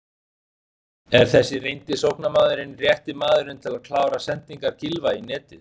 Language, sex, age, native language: Icelandic, male, 40-49, Icelandic